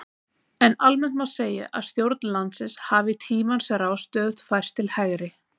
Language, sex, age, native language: Icelandic, female, 30-39, Icelandic